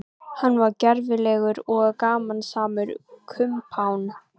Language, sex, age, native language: Icelandic, female, 14, Icelandic